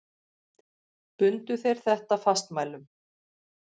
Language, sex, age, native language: Icelandic, female, 50-59, Icelandic